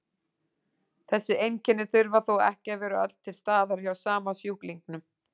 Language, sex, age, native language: Icelandic, female, 40-49, Icelandic